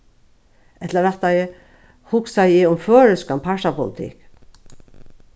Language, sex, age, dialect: Faroese, female, 36-60, Norðuroyggjar